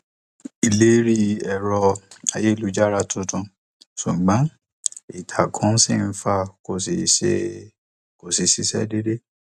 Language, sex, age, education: Yoruba, male, 15-29, tertiary